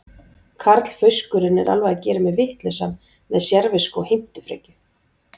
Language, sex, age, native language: Icelandic, female, 40-49, Icelandic